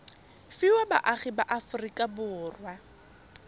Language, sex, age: Tswana, female, 25